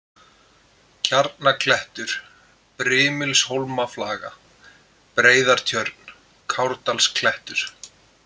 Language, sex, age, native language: Icelandic, male, 20-29, Icelandic